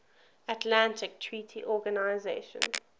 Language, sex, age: English, female, 20